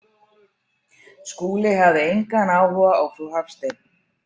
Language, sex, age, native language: Icelandic, female, 40-49, Icelandic